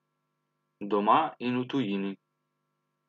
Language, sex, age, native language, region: Slovenian, male, 30-49, Slovenian, Central Slovenia